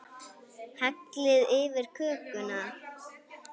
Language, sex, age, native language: Icelandic, female, 8, Icelandic